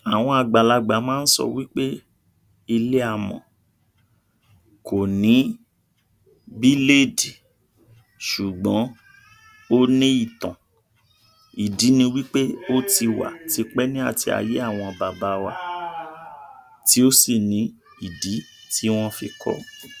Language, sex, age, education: Yoruba, male, 60+, tertiary